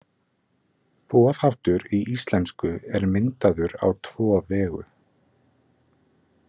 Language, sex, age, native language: Icelandic, male, 20-29, Icelandic